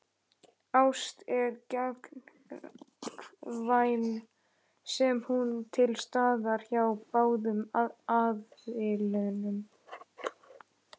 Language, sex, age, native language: Icelandic, male, 11, Icelandic